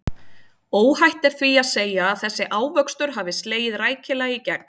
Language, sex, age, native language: Icelandic, female, 30-39, Icelandic